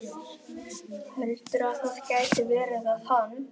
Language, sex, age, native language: Icelandic, male, 11, Icelandic